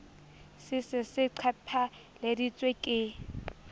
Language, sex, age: Southern Sotho, female, 22